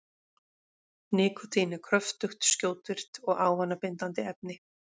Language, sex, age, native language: Icelandic, female, 40-49, Icelandic